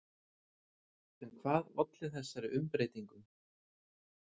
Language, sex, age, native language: Icelandic, male, 40-49, Icelandic